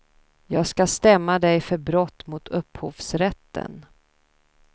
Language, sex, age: Swedish, female, 32